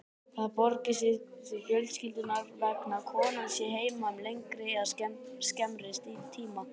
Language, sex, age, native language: Icelandic, male, 18-19, Icelandic